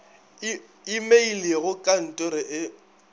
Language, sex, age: Northern Sotho, male, 22